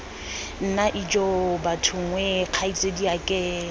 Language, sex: Tswana, female